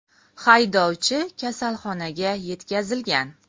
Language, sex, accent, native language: Uzbek, female, Farg'ona, Uzbek